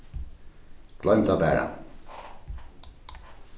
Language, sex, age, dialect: Faroese, male, 36-60, Norðurstreymoy/Eysturoy